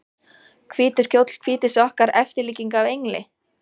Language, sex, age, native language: Icelandic, female, 14, Icelandic